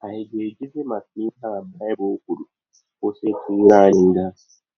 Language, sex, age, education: Igbo, male, 30-45, tertiary